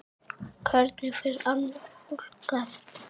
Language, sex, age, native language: Icelandic, male, 8, Icelandic